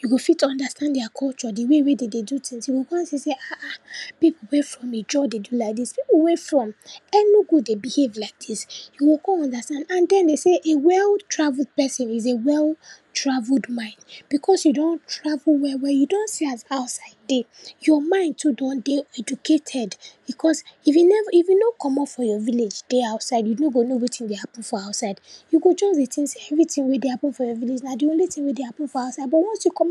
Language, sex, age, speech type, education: Nigerian Pidgin, female, 15-29, spontaneous, tertiary